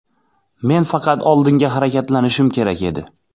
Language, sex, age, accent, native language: Uzbek, male, 25-34, Xorazm, Uzbek